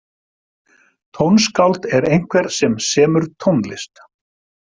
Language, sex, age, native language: Icelandic, male, 50-59, Icelandic